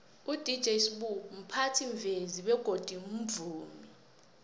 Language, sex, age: South Ndebele, female, 20